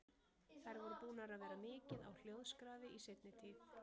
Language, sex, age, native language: Icelandic, female, 30-39, Icelandic